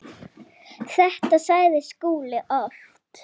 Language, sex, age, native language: Icelandic, female, 8, Icelandic